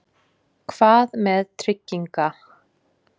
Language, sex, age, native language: Icelandic, female, 20-29, Icelandic